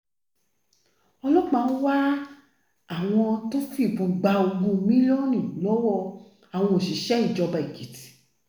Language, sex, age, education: Yoruba, female, 30-45, tertiary